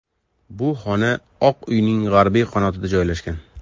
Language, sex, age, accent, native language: Uzbek, male, 25-34, Toshkent shahri, Uzbek